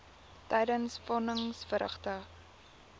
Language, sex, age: Afrikaans, female, 19